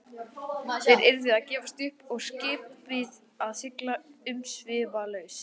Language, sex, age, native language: Icelandic, male, 11, Icelandic